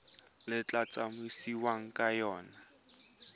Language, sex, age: Tswana, male, 20